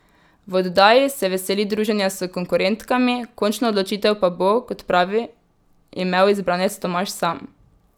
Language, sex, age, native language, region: Slovenian, female, 18-29, Slovenian, Drava region